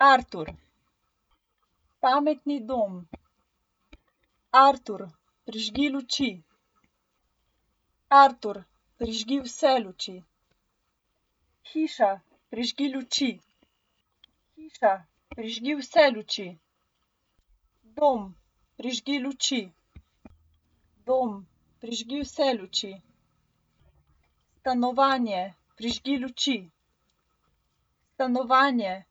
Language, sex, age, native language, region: Slovenian, female, 18-29, Slovenian, Gorenjska region